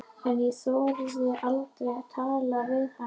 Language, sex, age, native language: Icelandic, female, 11, Icelandic